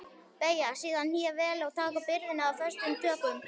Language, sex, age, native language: Icelandic, male, 11, Icelandic